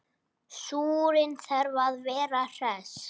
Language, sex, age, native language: Icelandic, male, 8, Icelandic